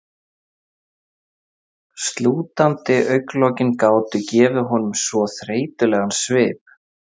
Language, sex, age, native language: Icelandic, male, 30-39, Icelandic